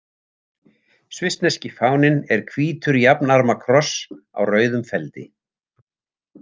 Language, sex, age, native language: Icelandic, male, 70-79, Icelandic